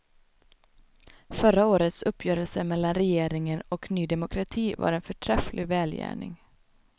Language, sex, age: Swedish, female, 29